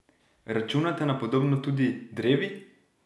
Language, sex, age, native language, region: Slovenian, male, 18-29, Slovenian, Drava region